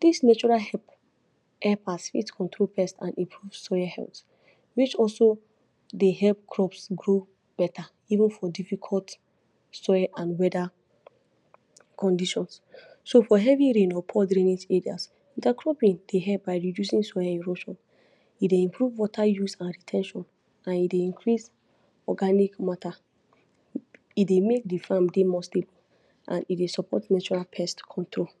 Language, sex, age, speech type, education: Nigerian Pidgin, female, 46-60, spontaneous, tertiary